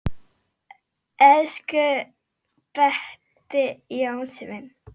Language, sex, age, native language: Icelandic, female, 10, Polish